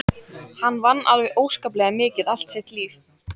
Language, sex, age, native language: Icelandic, female, 14, Icelandic